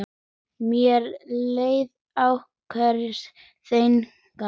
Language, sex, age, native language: Icelandic, male, 10, Icelandic